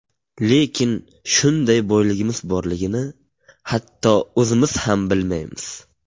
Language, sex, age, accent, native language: Uzbek, male, 19-29, Buxoro, Uzbek